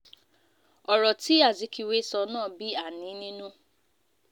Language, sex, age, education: Yoruba, female, 15-29, tertiary